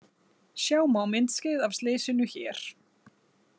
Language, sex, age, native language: Icelandic, female, 30-39, Icelandic